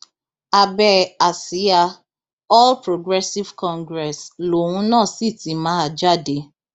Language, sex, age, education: Yoruba, female, 15-29, tertiary